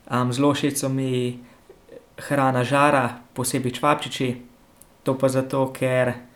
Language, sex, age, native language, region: Slovenian, male, 18-29, Slovenian, Central Slovenia